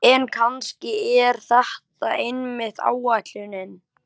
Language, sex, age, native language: Icelandic, male, 11, Icelandic